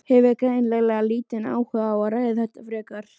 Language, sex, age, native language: Icelandic, female, 13, Icelandic